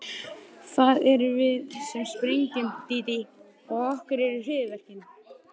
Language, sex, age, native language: Icelandic, male, 11, Icelandic